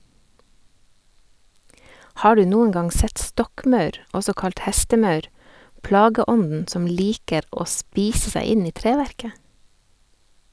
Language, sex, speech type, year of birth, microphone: Norwegian, female, read, 1978, Sennheiser